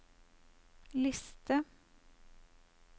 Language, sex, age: Norwegian, female, 54